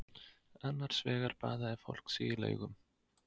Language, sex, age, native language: Icelandic, male, 20-29, Icelandic